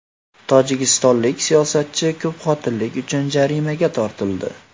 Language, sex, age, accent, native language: Uzbek, male, 18-24, Farg'ona, Uzbek